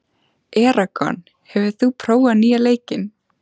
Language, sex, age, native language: Icelandic, female, 14, Icelandic